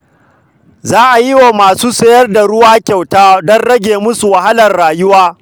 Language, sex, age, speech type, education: Hausa, male, 46-60, read, secondary